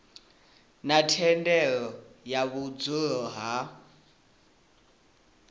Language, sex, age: Venda, male, 18